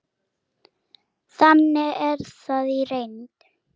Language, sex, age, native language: Icelandic, female, 7, Icelandic